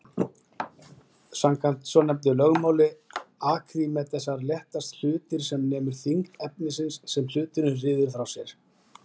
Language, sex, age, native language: Icelandic, female, 20-29, Icelandic